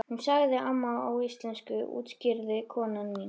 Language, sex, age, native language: Icelandic, female, 13, Icelandic